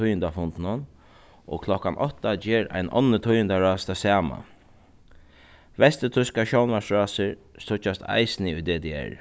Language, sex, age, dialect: Faroese, male, 36-60, Suðuroy